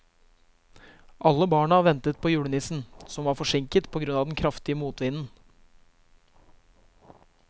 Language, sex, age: Norwegian, male, 23